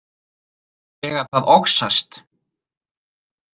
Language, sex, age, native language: Icelandic, male, 30-39, Icelandic